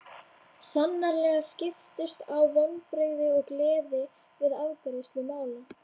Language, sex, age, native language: Icelandic, female, 11, Icelandic